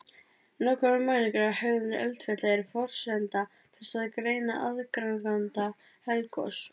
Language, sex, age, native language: Icelandic, female, 30-39, Icelandic